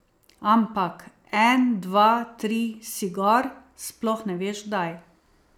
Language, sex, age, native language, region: Slovenian, female, 50-59, Slovenian, Savinja region